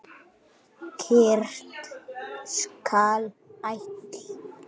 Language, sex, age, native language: Icelandic, male, 9, Icelandic